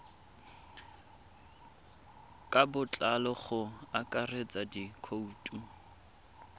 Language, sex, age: Tswana, male, 24